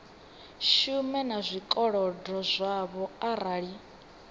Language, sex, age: Venda, female, 18